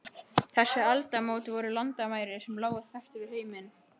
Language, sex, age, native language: Icelandic, male, 12, Icelandic